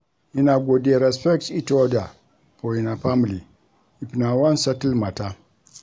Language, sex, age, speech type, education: Nigerian Pidgin, male, 46-60, read, tertiary